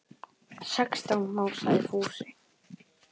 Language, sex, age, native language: Icelandic, female, 8, Icelandic